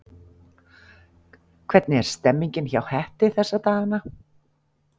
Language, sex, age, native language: Icelandic, female, 50-59, Icelandic